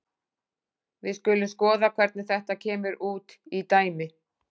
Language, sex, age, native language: Icelandic, female, 40-49, Icelandic